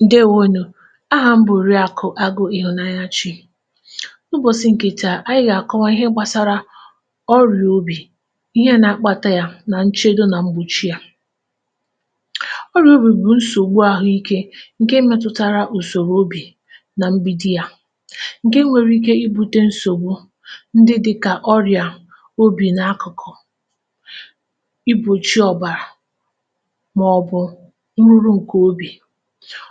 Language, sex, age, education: Igbo, female, 15-29, tertiary